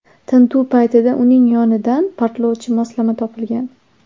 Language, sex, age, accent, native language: Uzbek, female, under 19, Andijon, Uzbek